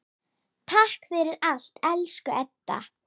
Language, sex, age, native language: Icelandic, female, 10, Icelandic